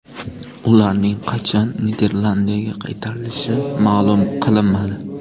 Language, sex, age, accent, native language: Uzbek, male, 18-24, Jizzax, Uzbek